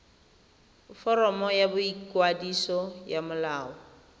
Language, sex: Tswana, female